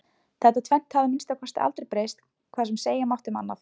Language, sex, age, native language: Icelandic, female, 20-29, Icelandic